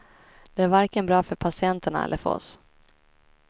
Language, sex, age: Swedish, female, 23